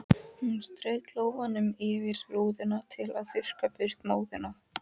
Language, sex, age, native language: Icelandic, female, 11, Icelandic